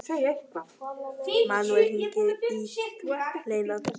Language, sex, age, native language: Icelandic, male, 12, Icelandic